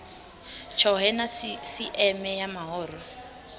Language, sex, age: Venda, female, 25